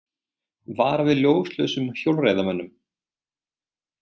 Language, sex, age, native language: Icelandic, male, 20-29, Icelandic